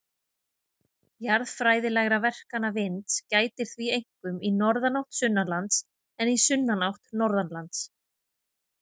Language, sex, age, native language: Icelandic, female, 30-39, Icelandic